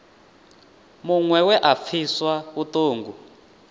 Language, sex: Venda, male